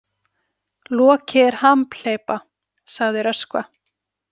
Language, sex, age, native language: Icelandic, female, 40-49, Icelandic